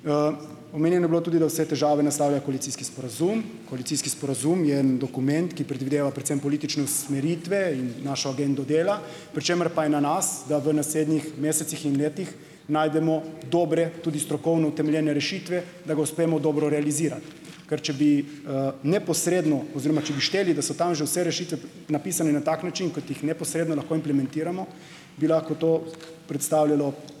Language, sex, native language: Slovenian, male, Slovenian